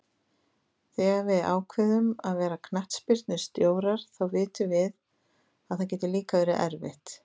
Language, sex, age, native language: Icelandic, female, 50-59, Icelandic